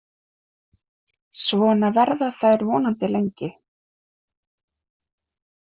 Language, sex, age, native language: Icelandic, female, 20-29, Icelandic